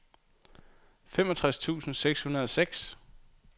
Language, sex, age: Danish, male, 22